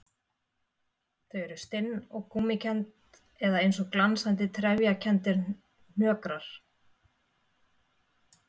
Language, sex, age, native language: Icelandic, female, 30-39, Icelandic